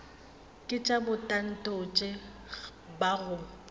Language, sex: Northern Sotho, female